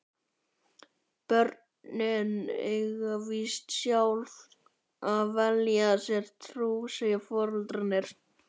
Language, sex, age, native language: Icelandic, male, 11, Icelandic